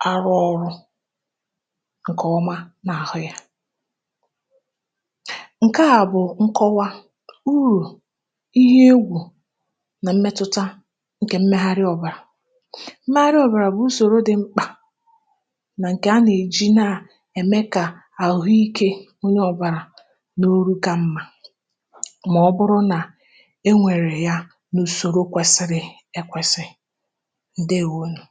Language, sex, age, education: Igbo, female, 15-29, tertiary